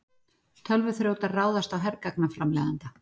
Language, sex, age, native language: Icelandic, female, 40-49, Icelandic